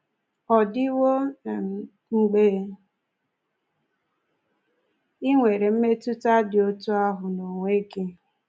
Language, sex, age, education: Igbo, female, 15-29, tertiary